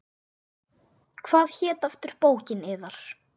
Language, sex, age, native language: Icelandic, male, 8, Icelandic